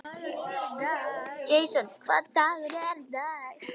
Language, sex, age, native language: Icelandic, male, 11, Icelandic